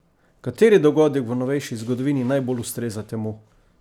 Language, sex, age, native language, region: Slovenian, male, 50-59, Slovenian, Coastal Karst region